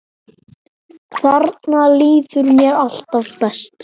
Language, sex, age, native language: Icelandic, male, 9, Icelandic